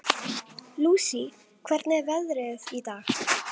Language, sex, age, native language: Icelandic, female, 11, Icelandic